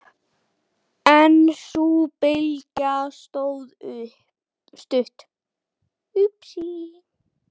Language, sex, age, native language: Icelandic, male, 10, Icelandic